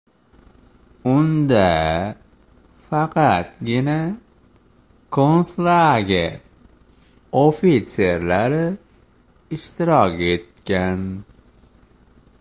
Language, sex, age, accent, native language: Uzbek, male, 18-24, Sirdaryo, Uzbek